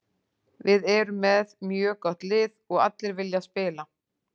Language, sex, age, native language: Icelandic, female, 40-49, Icelandic